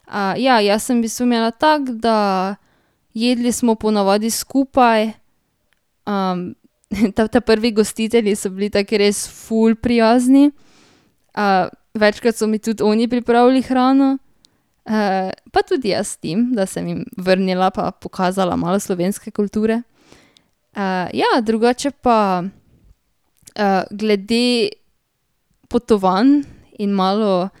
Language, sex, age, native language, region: Slovenian, female, 18-29, Slovenian, Drava region